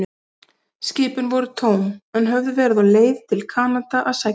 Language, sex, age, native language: Icelandic, female, 40-49, Icelandic